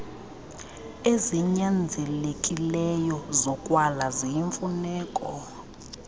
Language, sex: Xhosa, female